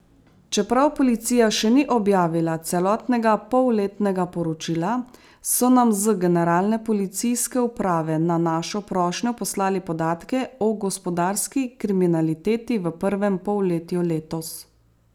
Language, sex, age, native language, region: Slovenian, female, 30-49, Slovenian, Savinja region